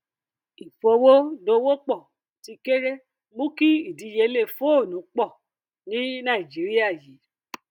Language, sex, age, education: Yoruba, female, 30-45, tertiary